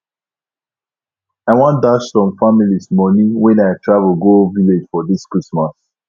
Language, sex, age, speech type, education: Nigerian Pidgin, male, 15-29, spontaneous, tertiary